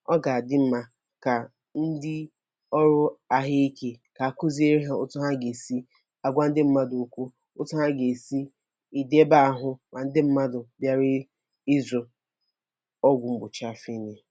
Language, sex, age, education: Igbo, female, 15-29, tertiary